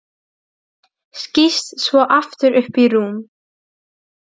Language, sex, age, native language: Icelandic, female, 12, Serbo-Croatian